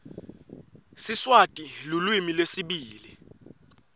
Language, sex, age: Swati, male, 18